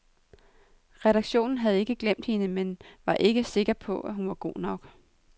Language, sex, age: Danish, female, 23